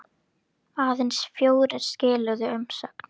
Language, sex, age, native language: Icelandic, female, 10, Icelandic